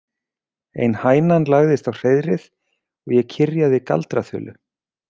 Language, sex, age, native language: Icelandic, male, 40-49, Icelandic